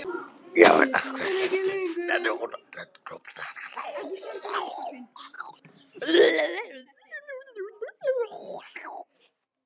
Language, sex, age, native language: Icelandic, male, 9, Icelandic